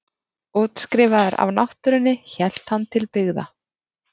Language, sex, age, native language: Icelandic, female, 30-39, Icelandic